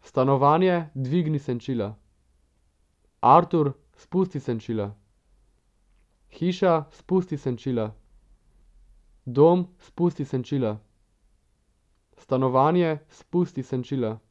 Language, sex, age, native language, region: Slovenian, male, 18-29, Slovenian, Central Slovenia